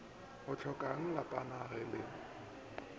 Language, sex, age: Northern Sotho, male, 24